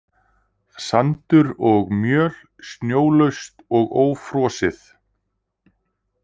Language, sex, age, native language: Icelandic, male, 30-39, Icelandic